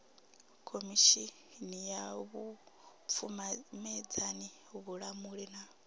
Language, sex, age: Venda, female, 26